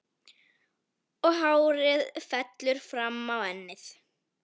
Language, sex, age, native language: Icelandic, female, 11, Icelandic